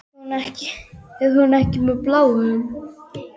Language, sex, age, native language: Icelandic, female, 10, Icelandic